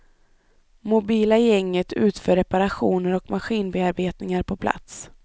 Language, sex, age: Swedish, female, 25